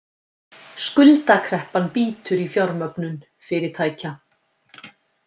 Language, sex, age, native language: Icelandic, female, 50-59, Icelandic